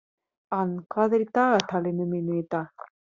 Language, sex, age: Icelandic, female, 30-39